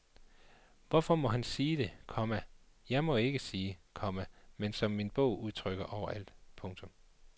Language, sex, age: Danish, male, 39